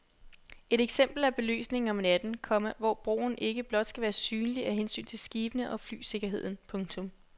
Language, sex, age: Danish, female, 21